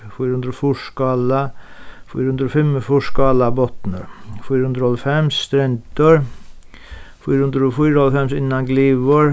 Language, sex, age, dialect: Faroese, male, 36-60, Sandoy